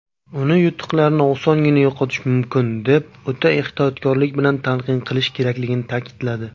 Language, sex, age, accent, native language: Uzbek, male, 19-29, Surxondaryo, Uzbek